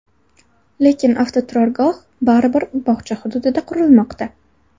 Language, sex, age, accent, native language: Uzbek, female, 18-24, Namangan, Uzbek